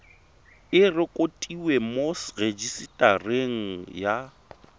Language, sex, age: Tswana, male, 23